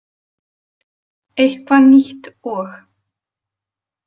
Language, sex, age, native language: Icelandic, female, 20-29, Icelandic